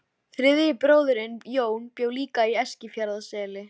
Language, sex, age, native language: Icelandic, female, 13, Icelandic